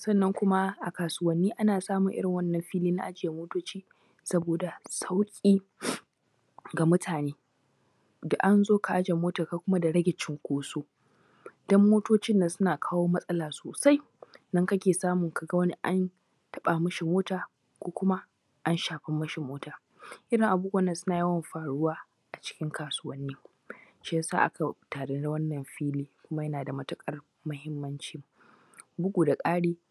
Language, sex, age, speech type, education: Hausa, female, 15-29, spontaneous, tertiary